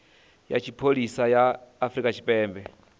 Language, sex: Venda, male